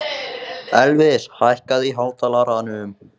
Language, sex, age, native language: Icelandic, male, 14, Icelandic